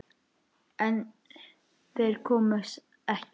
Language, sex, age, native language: Icelandic, male, 10, Icelandic